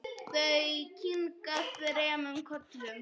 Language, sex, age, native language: Icelandic, female, 10, Polish